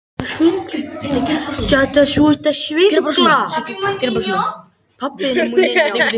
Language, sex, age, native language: Icelandic, male, 11, Icelandic